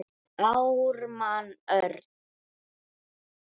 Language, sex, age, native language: Icelandic, male, 9, Icelandic